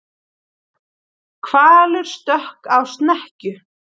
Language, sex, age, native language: Icelandic, female, 40-49, Icelandic